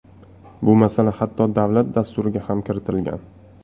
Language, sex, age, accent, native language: Uzbek, male, 25-34, Toshkent shahri, Uzbek